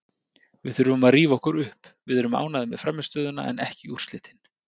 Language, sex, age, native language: Icelandic, male, 30-39, Icelandic